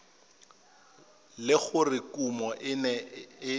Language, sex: Tswana, male